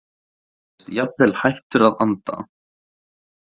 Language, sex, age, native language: Icelandic, male, 18-19, Icelandic